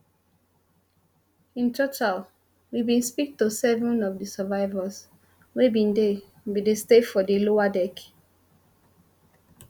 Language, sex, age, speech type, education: Nigerian Pidgin, female, 30-45, spontaneous, tertiary